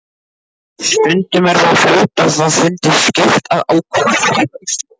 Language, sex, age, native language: Icelandic, male, 12, Icelandic